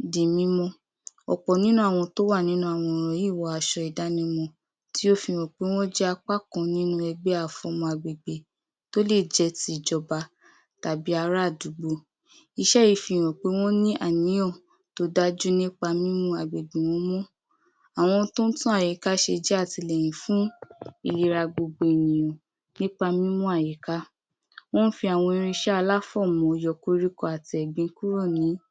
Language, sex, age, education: Yoruba, female, 46-60, tertiary